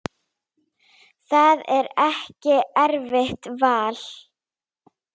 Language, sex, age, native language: Icelandic, female, 9, Icelandic